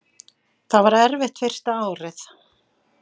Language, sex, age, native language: Icelandic, female, 50-59, Icelandic